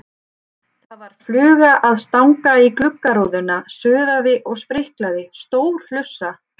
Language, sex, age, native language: Icelandic, female, 30-39, Icelandic